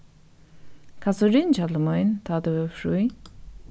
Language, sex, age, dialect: Faroese, female, 36-60, Norðuroyggjar